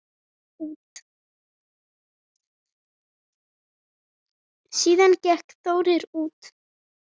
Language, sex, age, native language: Icelandic, female, 10, Icelandic